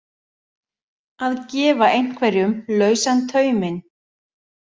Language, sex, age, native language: Icelandic, male, 40-49, Icelandic